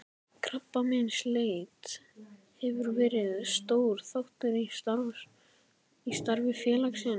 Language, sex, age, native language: Icelandic, male, 11, Icelandic